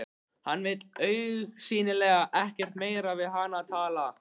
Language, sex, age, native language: Icelandic, male, 13, Icelandic